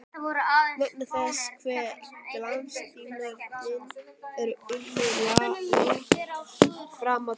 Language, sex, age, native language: Icelandic, male, 12, Icelandic